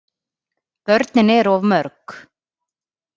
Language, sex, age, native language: Icelandic, female, 30-39, Icelandic